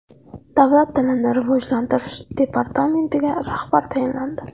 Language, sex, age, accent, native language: Uzbek, female, 19-29, Navoiy, Uzbek